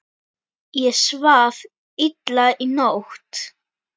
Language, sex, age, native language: Icelandic, female, 10, Icelandic